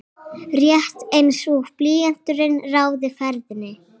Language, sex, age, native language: Icelandic, female, 30-39, Icelandic